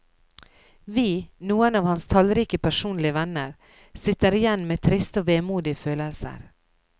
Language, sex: Norwegian, female